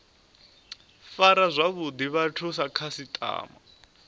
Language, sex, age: Venda, male, 24